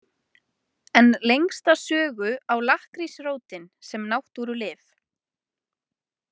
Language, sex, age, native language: Icelandic, female, 20-29, Icelandic